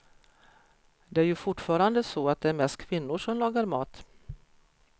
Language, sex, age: Swedish, female, 53